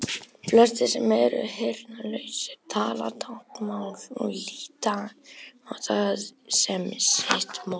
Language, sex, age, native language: Icelandic, male, 18-19, Icelandic